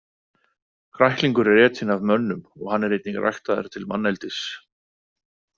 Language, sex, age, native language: Icelandic, male, 40-49, Icelandic